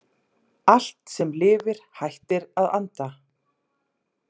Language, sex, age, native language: Icelandic, female, 40-49, Icelandic